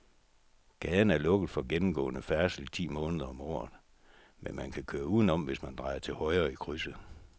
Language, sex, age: Danish, male, 64